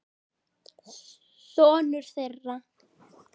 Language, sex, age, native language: Icelandic, female, 9, Icelandic